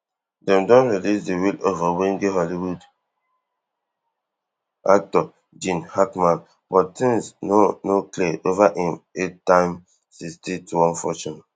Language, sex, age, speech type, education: Nigerian Pidgin, male, 15-29, spontaneous, tertiary